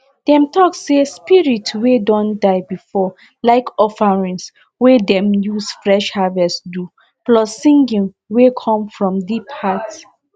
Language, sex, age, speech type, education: Nigerian Pidgin, female, 15-29, spontaneous, tertiary